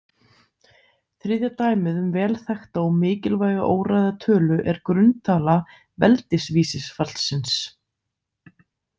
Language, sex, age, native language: Icelandic, female, 30-39, Icelandic